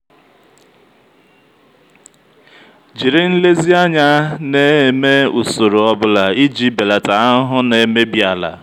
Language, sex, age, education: Igbo, male, 30-45, tertiary